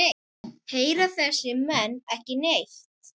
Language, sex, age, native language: Icelandic, male, 9, Icelandic